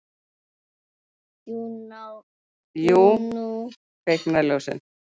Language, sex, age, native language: Icelandic, male, 9, Icelandic